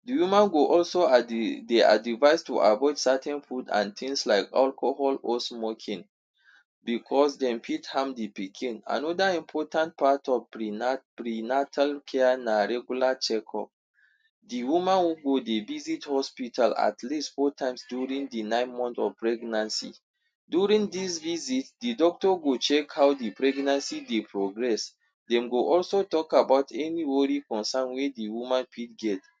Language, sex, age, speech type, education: Nigerian Pidgin, male, 46-60, spontaneous, tertiary